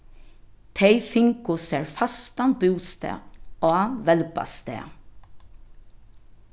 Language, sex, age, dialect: Faroese, female, 36-60, Norðurstreymoy/Eysturoy